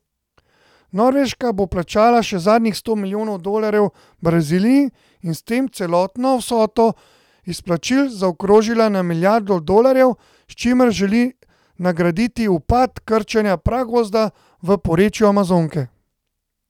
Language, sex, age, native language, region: Slovenian, male, 30-49, Slovenian, Central Slovenia